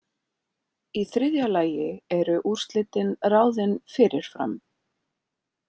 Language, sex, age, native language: Icelandic, female, 40-49, Icelandic